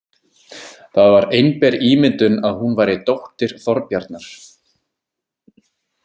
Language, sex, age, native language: Icelandic, male, 20-29, Icelandic